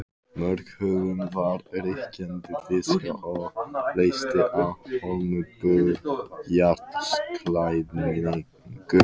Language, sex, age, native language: Icelandic, male, 15, Icelandic